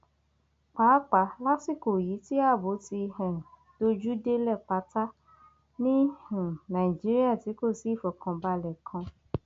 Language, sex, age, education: Yoruba, female, 30-45, tertiary